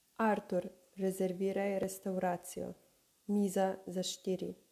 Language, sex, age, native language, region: Slovenian, female, 30-49, Slovenian, Savinja region